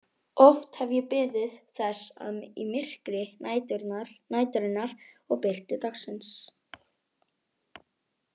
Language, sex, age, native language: Icelandic, male, 18-19, Icelandic